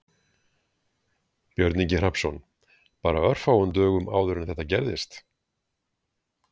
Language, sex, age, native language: Icelandic, male, 60-69, Icelandic